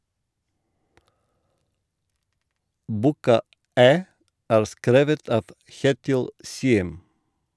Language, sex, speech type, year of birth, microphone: Norwegian, male, read, 1958, Shure